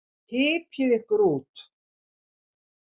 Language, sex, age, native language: Icelandic, female, 70-79, Icelandic